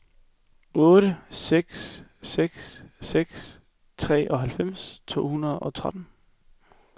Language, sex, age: Danish, male, 21